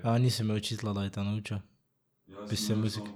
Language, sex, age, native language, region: Slovenian, male, 18-29, Slovenian, Drava region